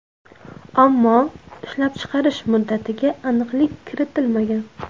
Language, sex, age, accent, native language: Uzbek, female, 18-24, Namangan, Uzbek